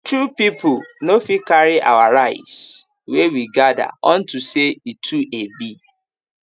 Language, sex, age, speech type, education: Nigerian Pidgin, male, 15-29, spontaneous, tertiary